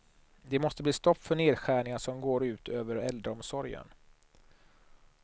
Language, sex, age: Swedish, male, 39